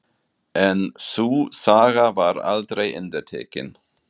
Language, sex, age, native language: Icelandic, male, 40-49, German